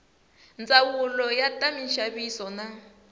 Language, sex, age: Tsonga, female, 20